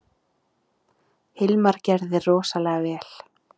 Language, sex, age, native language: Icelandic, female, 30-39, Icelandic